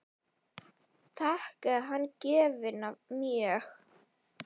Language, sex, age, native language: Icelandic, female, 9, Icelandic